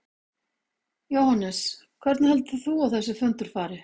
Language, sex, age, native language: Icelandic, female, 50-59, Icelandic